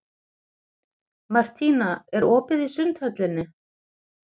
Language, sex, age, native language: Icelandic, female, 40-49, Icelandic